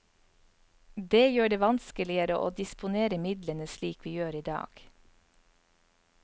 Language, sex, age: Norwegian, female, 44